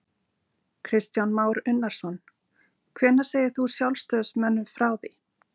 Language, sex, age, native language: Icelandic, female, 50-59, Icelandic